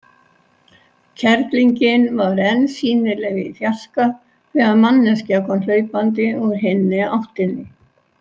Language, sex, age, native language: Icelandic, female, 60-69, Icelandic